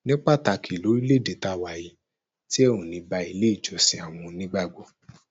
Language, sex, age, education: Yoruba, male, 15-29, tertiary